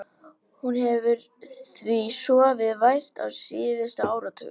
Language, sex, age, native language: Icelandic, female, 18-19, Icelandic